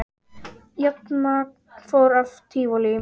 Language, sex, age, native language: Icelandic, female, 18-19, Icelandic